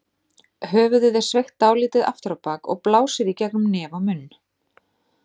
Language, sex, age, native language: Icelandic, female, 30-39, Icelandic